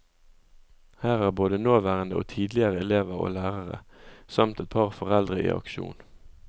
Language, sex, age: Norwegian, male, 20